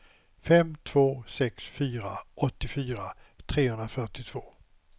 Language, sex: Swedish, male